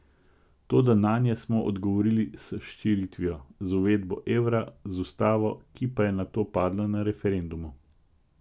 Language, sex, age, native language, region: Slovenian, male, 50-59, Slovenian, Central Slovenia